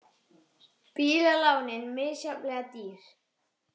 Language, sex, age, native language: Icelandic, female, 30-39, Icelandic